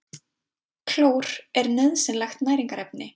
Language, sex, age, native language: Icelandic, female, 20-29, Icelandic